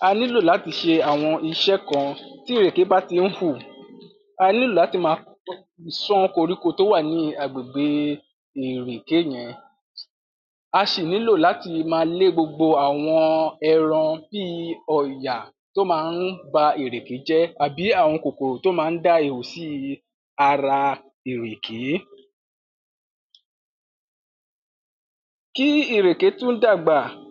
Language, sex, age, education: Yoruba, male, 46-60, tertiary